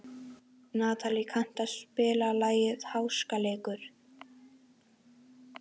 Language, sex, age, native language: Icelandic, female, 12, Icelandic